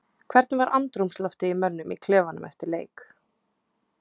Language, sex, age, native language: Icelandic, female, 20-29, Icelandic